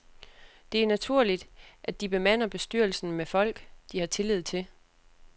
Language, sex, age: Danish, female, 36